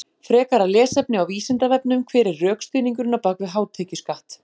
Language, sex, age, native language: Icelandic, female, 40-49, Icelandic